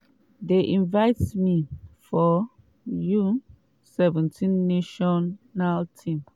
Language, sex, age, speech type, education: Nigerian Pidgin, female, 30-45, spontaneous, tertiary